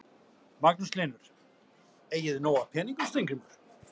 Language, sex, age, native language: Icelandic, male, 60-69, Icelandic